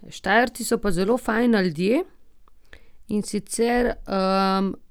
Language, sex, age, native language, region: Slovenian, female, 30-49, Slovenian, Gorenjska region